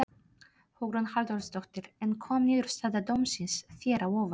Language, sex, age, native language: Icelandic, female, 30-39, Polish